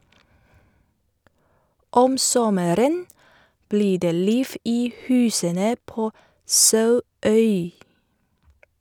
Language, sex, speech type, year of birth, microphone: Norwegian, female, read, 1978, Shure